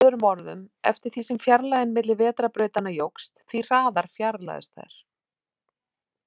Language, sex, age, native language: Icelandic, female, 40-49, Icelandic